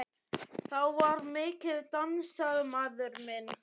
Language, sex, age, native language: Icelandic, male, 11, Icelandic